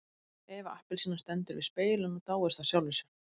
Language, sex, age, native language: Icelandic, female, 18-19, Icelandic